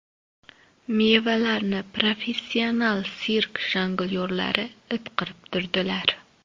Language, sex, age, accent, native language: Uzbek, female, 25-34, Toshkent shahri, Uzbek